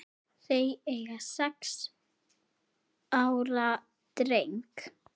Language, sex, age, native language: Icelandic, female, 8, Icelandic